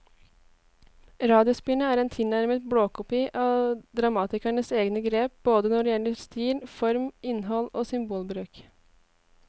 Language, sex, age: Norwegian, female, 18